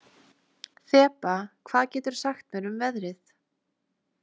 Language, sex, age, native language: Icelandic, female, 20-29, Icelandic